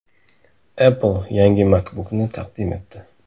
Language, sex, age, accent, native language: Uzbek, male, 18-24, Namangan, Uzbek